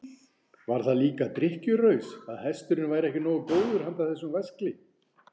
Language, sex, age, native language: Icelandic, male, 40-49, Icelandic